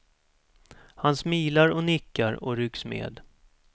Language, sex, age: Swedish, male, 47